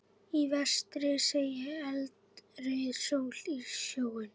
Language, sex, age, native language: Icelandic, female, 11, Icelandic